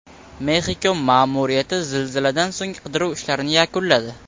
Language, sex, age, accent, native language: Uzbek, male, 18-24, Samarqand, Uzbek